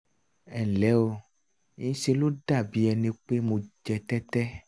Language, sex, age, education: Yoruba, male, 30-45, tertiary